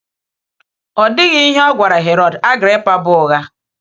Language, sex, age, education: Igbo, female, 46-60, tertiary